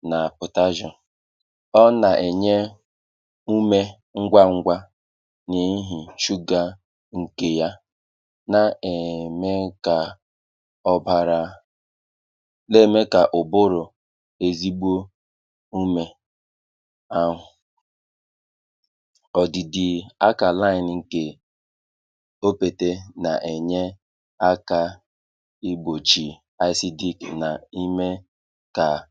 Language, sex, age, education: Igbo, male, 30-45, tertiary